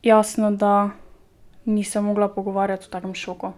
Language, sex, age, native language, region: Slovenian, female, 12-17, Slovenian, Drava region